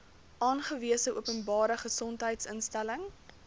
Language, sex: Afrikaans, female